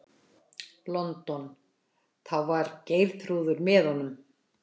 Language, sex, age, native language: Icelandic, female, 60-69, Icelandic